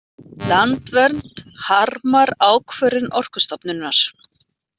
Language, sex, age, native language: Icelandic, female, 40-49, Icelandic